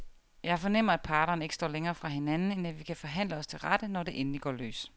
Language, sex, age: Danish, female, 30